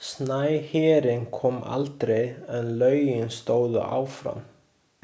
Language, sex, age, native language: Icelandic, male, 20-29, Chinese